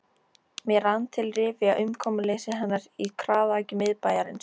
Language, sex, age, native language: Icelandic, female, 13, Icelandic